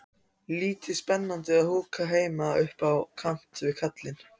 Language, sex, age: Icelandic, other, 14